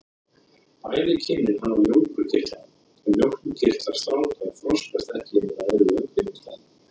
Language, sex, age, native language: Icelandic, male, 30-39, Icelandic